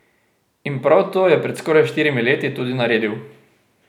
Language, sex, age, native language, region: Slovenian, male, 18-29, Slovenian, Drava region